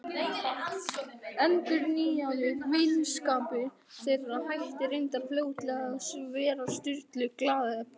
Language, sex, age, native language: Icelandic, male, 12, Icelandic